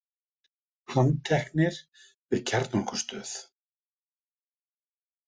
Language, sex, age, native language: Icelandic, male, 50-59, Icelandic